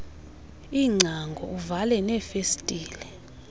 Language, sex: Xhosa, female